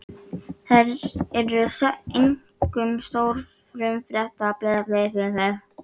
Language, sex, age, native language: Icelandic, female, 13, Icelandic